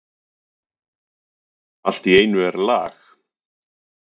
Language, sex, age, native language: Icelandic, male, 40-49, Icelandic